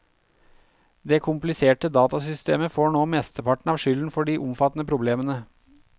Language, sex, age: Norwegian, male, 32